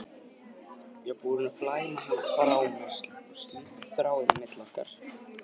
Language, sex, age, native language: Icelandic, male, 18-19, Icelandic